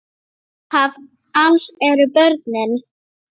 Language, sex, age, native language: Icelandic, female, 8, Icelandic